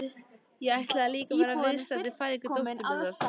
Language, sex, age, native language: Icelandic, female, 13, Icelandic